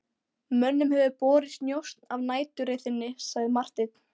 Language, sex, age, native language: Icelandic, female, 12, Icelandic